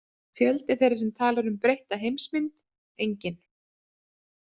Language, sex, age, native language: Icelandic, female, 30-39, Icelandic